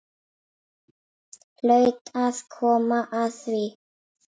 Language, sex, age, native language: Icelandic, female, 8, Icelandic